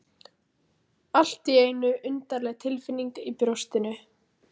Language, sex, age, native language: Icelandic, female, 18-19, Icelandic